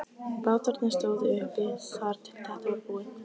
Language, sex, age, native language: Icelandic, female, 15, Icelandic